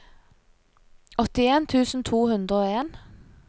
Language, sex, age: Norwegian, female, 30